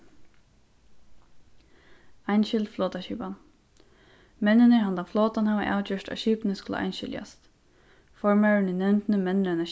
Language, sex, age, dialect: Faroese, female, 15-35, Suðurstreymoy